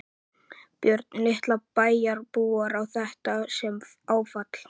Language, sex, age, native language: Icelandic, male, 11, Icelandic